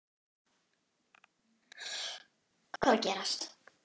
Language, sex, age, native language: Icelandic, female, 10, Icelandic